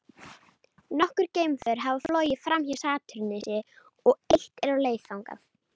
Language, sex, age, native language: Icelandic, female, 30-39, Icelandic